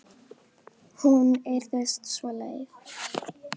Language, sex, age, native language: Icelandic, female, 10, Icelandic